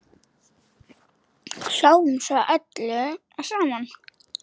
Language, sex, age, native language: Icelandic, female, 9, Icelandic